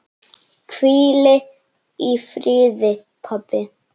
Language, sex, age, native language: Icelandic, male, 9, Icelandic